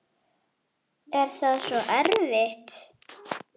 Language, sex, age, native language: Icelandic, female, 8, Icelandic